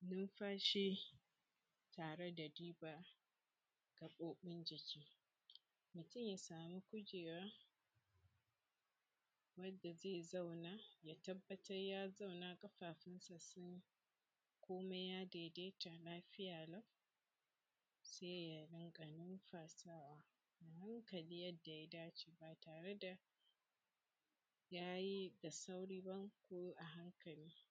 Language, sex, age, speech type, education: Hausa, female, 15-29, spontaneous, secondary